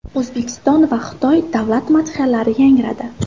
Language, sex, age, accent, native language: Uzbek, female, 18-24, Samarqand, Uzbek